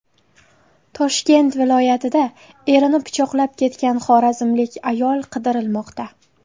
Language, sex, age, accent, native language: Uzbek, female, 18-24, Qashqadaryo, Uzbek